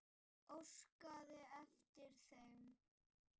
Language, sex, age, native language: Icelandic, male, 8, Icelandic